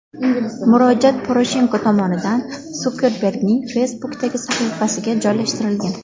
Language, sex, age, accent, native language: Uzbek, female, 19-29, Farg'ona, Uzbek